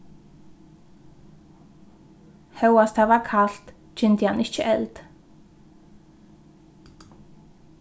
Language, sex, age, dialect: Faroese, female, 15-35, Norðurstreymoy/Eysturoy